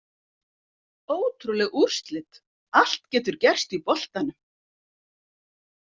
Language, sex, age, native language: Icelandic, female, 50-59, Icelandic